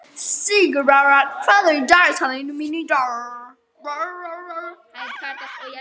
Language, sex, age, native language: Icelandic, female, 18-19, Icelandic